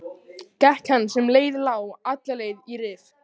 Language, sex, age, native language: Icelandic, male, 14, Icelandic